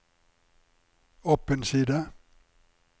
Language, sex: Norwegian, male